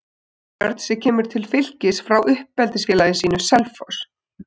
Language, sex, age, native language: Icelandic, female, 20-29, Icelandic